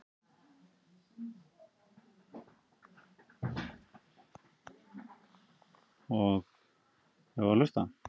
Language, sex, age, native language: Icelandic, male, 13, Icelandic